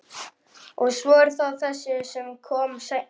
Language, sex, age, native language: Icelandic, male, 11, Icelandic